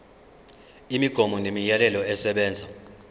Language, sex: Zulu, male